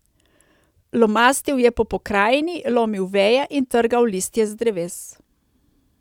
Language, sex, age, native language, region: Slovenian, female, 30-49, Slovenian, Coastal Karst region